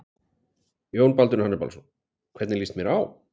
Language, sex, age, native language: Icelandic, male, 40-49, Icelandic